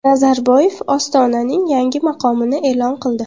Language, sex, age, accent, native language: Uzbek, female, 18-24, Qashqadaryo, Uzbek